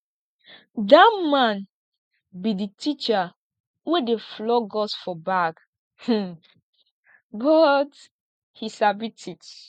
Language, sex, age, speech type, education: Nigerian Pidgin, female, 15-29, spontaneous, tertiary